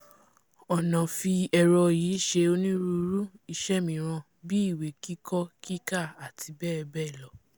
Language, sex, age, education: Yoruba, female, 15-29, tertiary